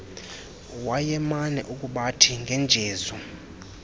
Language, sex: Xhosa, male